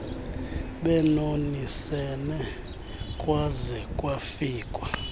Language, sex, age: Xhosa, male, 35